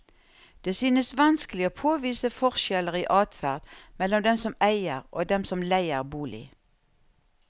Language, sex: Norwegian, female